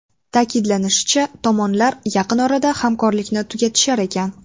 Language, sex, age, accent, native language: Uzbek, female, 18-24, Sirdaryo, Uzbek